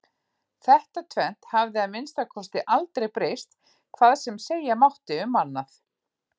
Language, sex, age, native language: Icelandic, female, 40-49, Icelandic